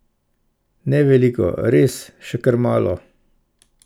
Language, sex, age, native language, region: Slovenian, male, 50-59, Slovenian, Central Slovenia